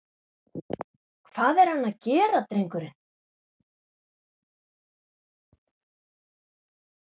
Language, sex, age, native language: Icelandic, female, 50-59, Icelandic